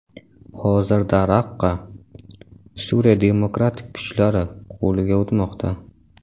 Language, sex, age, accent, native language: Uzbek, male, 18-24, Samarqand, Uzbek